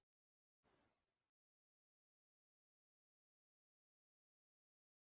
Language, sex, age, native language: Icelandic, female, 40-49, Icelandic